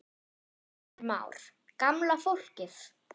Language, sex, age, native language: Icelandic, female, 10, German